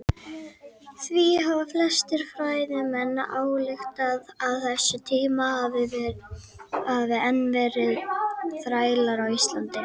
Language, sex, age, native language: Icelandic, female, 50-59, Icelandic